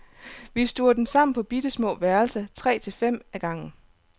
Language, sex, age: Danish, female, 29